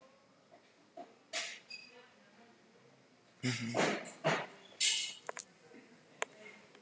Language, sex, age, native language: Icelandic, other, 18-19, Icelandic